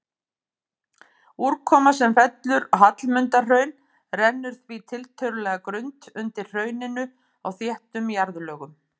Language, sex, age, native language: Icelandic, female, 50-59, Icelandic